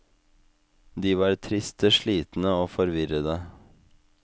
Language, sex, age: Norwegian, male, 25